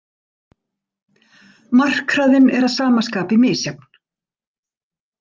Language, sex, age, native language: Icelandic, female, 40-49, Icelandic